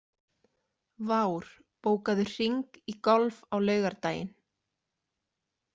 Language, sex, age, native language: Icelandic, female, 30-39, Icelandic